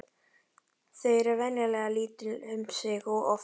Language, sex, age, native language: Icelandic, female, 11, Icelandic